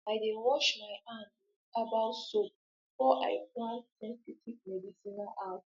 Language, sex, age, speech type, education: Nigerian Pidgin, female, 15-29, spontaneous, tertiary